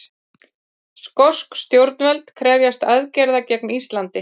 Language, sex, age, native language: Icelandic, female, 50-59, Icelandic